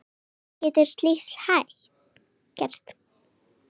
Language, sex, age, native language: Icelandic, female, 9, Icelandic